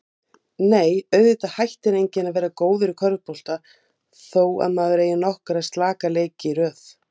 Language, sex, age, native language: Icelandic, female, 50-59, Icelandic